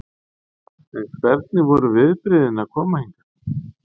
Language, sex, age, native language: Icelandic, male, 50-59, Icelandic